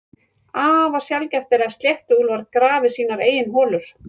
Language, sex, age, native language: Icelandic, female, 40-49, Icelandic